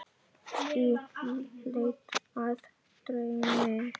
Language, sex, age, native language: Icelandic, female, 8, Icelandic